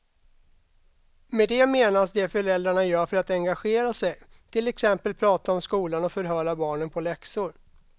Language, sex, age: Swedish, male, 32